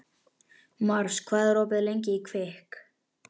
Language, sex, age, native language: Icelandic, male, 11, Icelandic